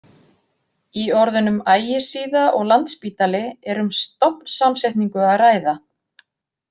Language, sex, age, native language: Icelandic, female, 50-59, Icelandic